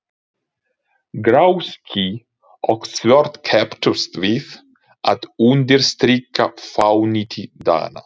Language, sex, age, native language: Icelandic, male, 30-39, Ukrainian